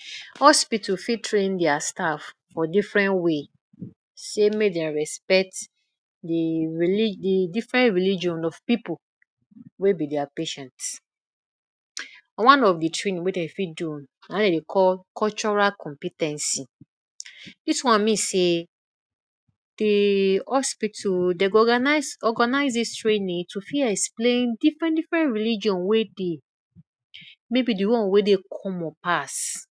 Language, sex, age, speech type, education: Nigerian Pidgin, female, 30-45, spontaneous, tertiary